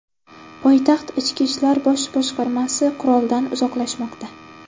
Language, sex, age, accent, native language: Uzbek, female, 12-17, Navoiy, Uzbek